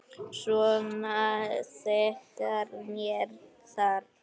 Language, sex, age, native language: Icelandic, male, 8, Icelandic